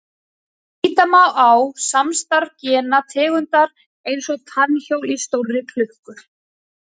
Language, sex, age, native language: Icelandic, female, 30-39, Icelandic